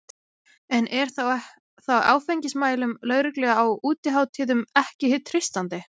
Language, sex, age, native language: Icelandic, female, 20-29, Icelandic